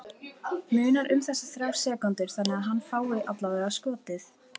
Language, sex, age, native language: Icelandic, female, 18-19, Icelandic